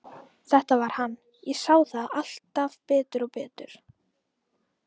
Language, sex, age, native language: Icelandic, female, 12, Icelandic